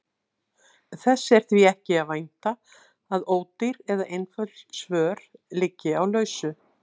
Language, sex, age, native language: Icelandic, female, 60-69, Icelandic